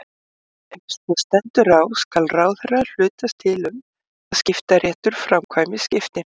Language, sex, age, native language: Icelandic, female, 50-59, Icelandic